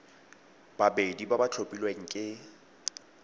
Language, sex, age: Tswana, male, 18